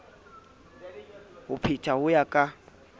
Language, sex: Southern Sotho, male